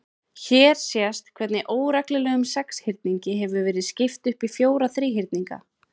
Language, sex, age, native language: Icelandic, female, 20-29, Icelandic